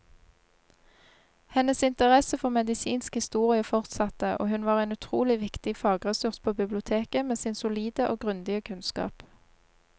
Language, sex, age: Norwegian, female, 26